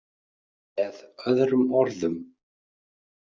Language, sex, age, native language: Icelandic, male, 30-39, Icelandic